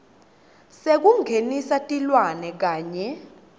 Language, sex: Swati, female